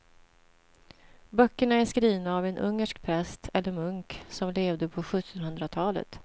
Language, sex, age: Swedish, female, 47